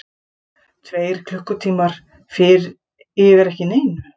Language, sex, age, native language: Icelandic, female, 50-59, Icelandic